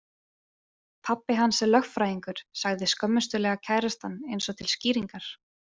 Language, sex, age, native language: Icelandic, female, 20-29, Icelandic